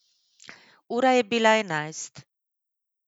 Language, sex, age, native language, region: Slovenian, female, 50-59, Slovenian, Central Slovenia